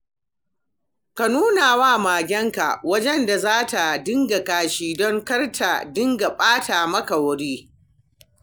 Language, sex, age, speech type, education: Hausa, female, 60+, read, primary